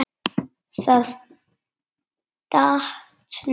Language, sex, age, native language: Icelandic, male, 8, Icelandic